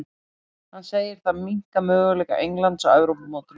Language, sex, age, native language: Icelandic, female, 30-39, Icelandic